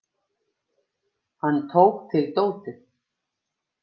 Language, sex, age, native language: Icelandic, female, 50-59, Icelandic